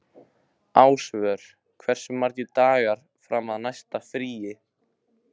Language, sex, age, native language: Icelandic, male, 15, Icelandic